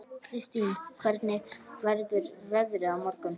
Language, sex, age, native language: Icelandic, male, 12, Icelandic